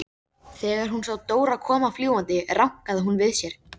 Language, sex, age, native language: Icelandic, female, 13, Icelandic